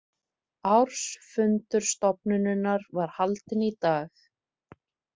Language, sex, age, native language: Icelandic, female, 30-39, Icelandic